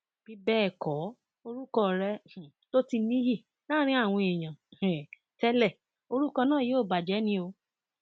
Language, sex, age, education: Yoruba, female, 30-45, tertiary